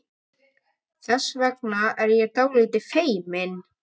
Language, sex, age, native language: Icelandic, male, 12, Icelandic